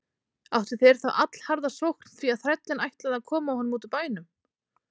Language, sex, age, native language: Icelandic, female, 30-39, Icelandic